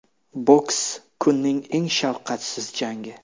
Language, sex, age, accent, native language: Uzbek, male, 25-34, Namangan, Uzbek